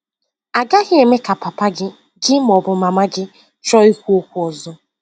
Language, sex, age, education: Igbo, female, 15-29, tertiary